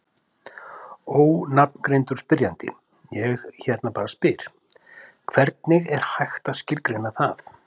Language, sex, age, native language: Icelandic, male, 50-59, Icelandic